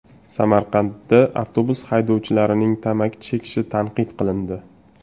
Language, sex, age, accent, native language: Uzbek, male, 25-34, Toshkent shahri, Uzbek